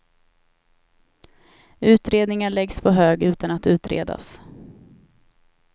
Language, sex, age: Swedish, female, 28